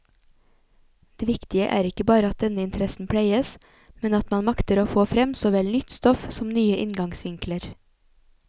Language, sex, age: Norwegian, female, 28